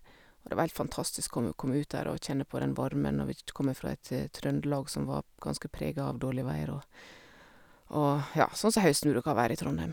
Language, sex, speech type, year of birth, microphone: Norwegian, female, spontaneous, 1972, Sennheiser